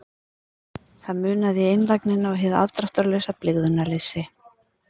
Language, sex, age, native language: Icelandic, female, 50-59, Icelandic